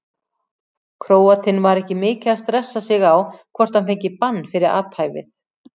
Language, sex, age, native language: Icelandic, female, 40-49, Icelandic